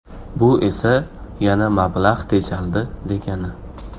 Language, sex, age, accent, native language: Uzbek, male, 18-24, Farg'ona, Uzbek